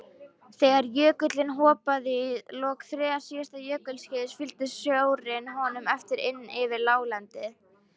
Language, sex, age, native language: Icelandic, female, 18-19, Icelandic